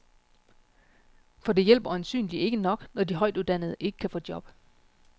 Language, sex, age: Danish, female, 36